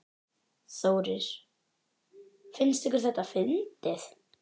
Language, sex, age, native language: Icelandic, female, 10, Icelandic